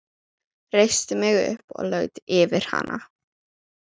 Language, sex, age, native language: Icelandic, female, 12, Icelandic